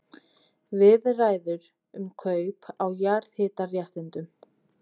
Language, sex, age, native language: Icelandic, female, 20-29, Icelandic